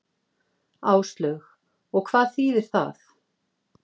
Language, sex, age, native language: Icelandic, female, 50-59, Icelandic